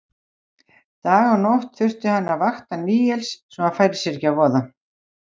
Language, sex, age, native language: Icelandic, female, 60-69, Icelandic